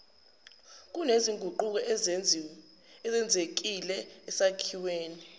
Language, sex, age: Zulu, female, 19